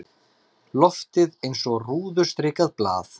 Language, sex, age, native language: Icelandic, male, 30-39, Icelandic